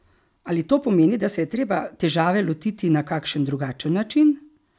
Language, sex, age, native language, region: Slovenian, female, 50-59, Slovenian, Carinthia region